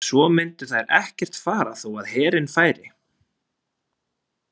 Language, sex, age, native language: Icelandic, male, 20-29, Icelandic